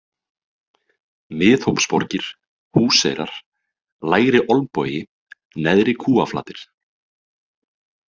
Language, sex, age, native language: Icelandic, male, 30-39, Icelandic